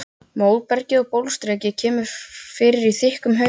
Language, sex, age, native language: Icelandic, other, 12, Icelandic